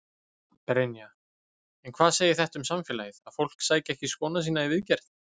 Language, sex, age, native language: Icelandic, male, 20-29, Icelandic